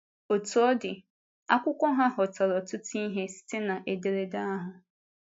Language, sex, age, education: Igbo, female, 15-29, tertiary